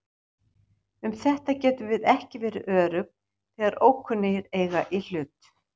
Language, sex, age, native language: Icelandic, female, 60-69, Icelandic